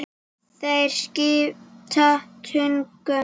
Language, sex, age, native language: Icelandic, female, 7, Icelandic